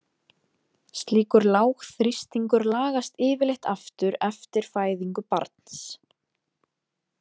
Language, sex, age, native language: Icelandic, female, 20-29, Icelandic